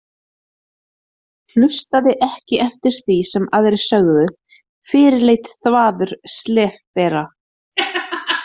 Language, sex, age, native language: Icelandic, female, 30-39, Icelandic